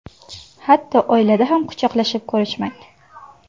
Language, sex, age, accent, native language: Uzbek, female, 19-29, Samarqand, Uzbek